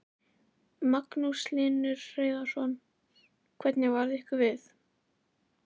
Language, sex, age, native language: Icelandic, female, 11, Icelandic